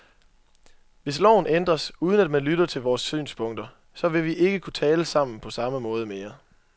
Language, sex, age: Danish, male, 24